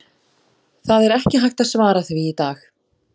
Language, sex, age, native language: Icelandic, female, 40-49, Icelandic